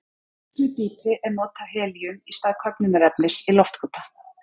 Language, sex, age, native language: Icelandic, female, 40-49, Icelandic